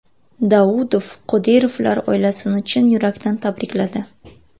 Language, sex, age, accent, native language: Uzbek, female, 19-29, Buxoro, Uzbek